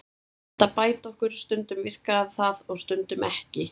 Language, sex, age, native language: Icelandic, female, 30-39, Icelandic